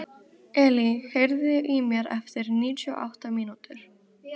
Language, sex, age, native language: Icelandic, female, 12, Icelandic